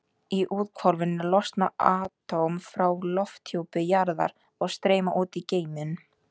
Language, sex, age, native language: Icelandic, female, 18-19, Icelandic